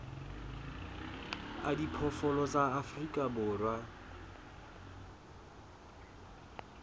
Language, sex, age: Southern Sotho, male, 24